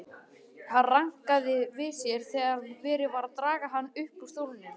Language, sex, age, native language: Icelandic, male, 18-19, Icelandic